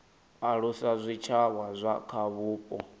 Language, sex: Venda, male